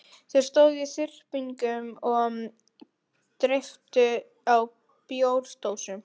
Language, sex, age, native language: Icelandic, female, 12, Icelandic